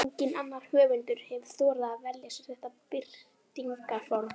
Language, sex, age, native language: Icelandic, female, 12, Icelandic